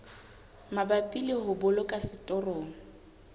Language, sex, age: Southern Sotho, female, 18